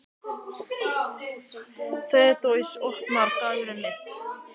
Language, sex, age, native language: Icelandic, male, 18-19, Icelandic